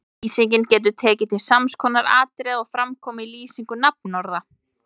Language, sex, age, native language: Icelandic, female, 20-29, Icelandic